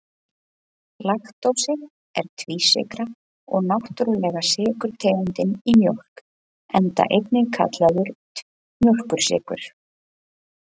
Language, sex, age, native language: Icelandic, female, 20-29, Icelandic